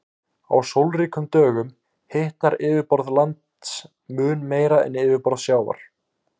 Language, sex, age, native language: Icelandic, male, 18-19, Icelandic